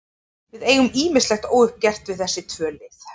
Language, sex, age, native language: Icelandic, female, 30-39, Icelandic